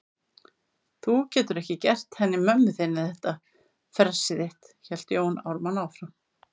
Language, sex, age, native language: Icelandic, female, 50-59, Icelandic